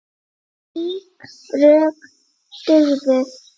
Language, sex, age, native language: Icelandic, female, 8, Icelandic